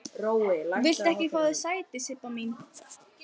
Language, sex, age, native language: Icelandic, female, 12, Icelandic